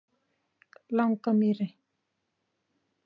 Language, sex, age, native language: Icelandic, female, 40-49, Icelandic